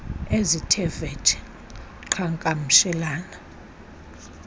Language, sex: Xhosa, female